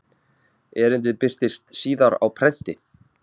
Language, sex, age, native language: Icelandic, male, 30-39, Icelandic